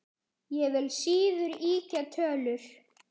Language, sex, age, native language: Icelandic, male, 10, Icelandic